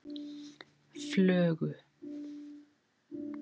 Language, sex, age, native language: Icelandic, female, 40-49, Icelandic